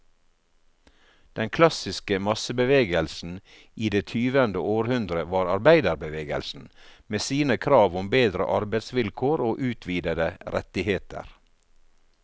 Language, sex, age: Norwegian, male, 48